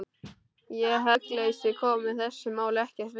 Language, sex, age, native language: Icelandic, male, 12, Icelandic